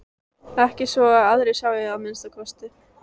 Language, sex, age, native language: Icelandic, female, 14, Icelandic